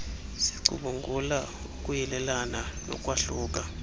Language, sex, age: Xhosa, male, 26